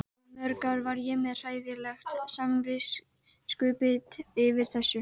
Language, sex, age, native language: Icelandic, female, 12, Icelandic